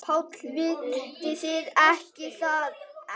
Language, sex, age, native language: Icelandic, male, 8, Icelandic